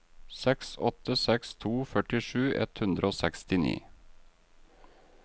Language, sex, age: Norwegian, male, 38